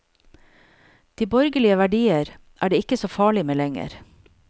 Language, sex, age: Norwegian, female, 48